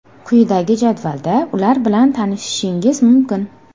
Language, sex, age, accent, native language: Uzbek, female, 18-24, Sirdaryo, Uzbek